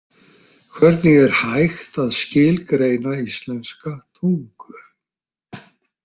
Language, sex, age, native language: Icelandic, male, 60-69, Icelandic